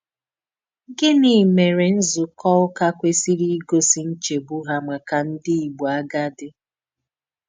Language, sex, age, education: Igbo, female, 15-29, tertiary